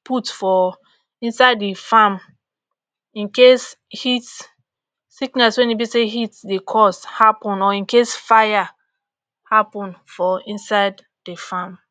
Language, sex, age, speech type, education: Nigerian Pidgin, female, 30-45, spontaneous, tertiary